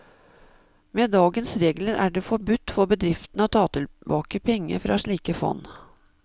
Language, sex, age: Norwegian, female, 52